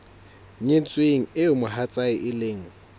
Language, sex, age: Southern Sotho, male, 22